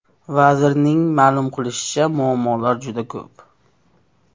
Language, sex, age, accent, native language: Uzbek, male, 18-24, Namangan, Uzbek